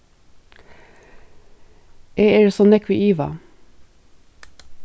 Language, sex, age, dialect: Faroese, female, 36-60, Suðurstreymoy